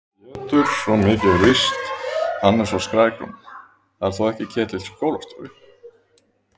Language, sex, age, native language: Icelandic, male, 30-39, Icelandic